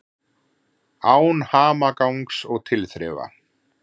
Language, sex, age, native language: Icelandic, male, 40-49, Icelandic